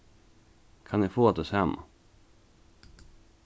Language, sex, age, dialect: Faroese, male, 15-35, Norðuroyggjar